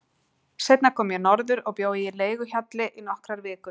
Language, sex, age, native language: Icelandic, female, 40-49, Icelandic